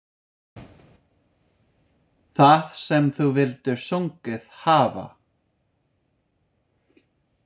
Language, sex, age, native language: Icelandic, male, 50-59, English